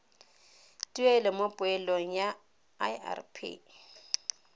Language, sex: Tswana, female